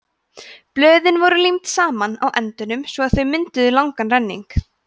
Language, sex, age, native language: Icelandic, female, 20-29, Icelandic